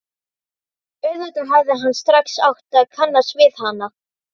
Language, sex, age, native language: Icelandic, female, 12, Icelandic